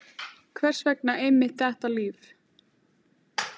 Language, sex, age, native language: Icelandic, female, 18-19, Icelandic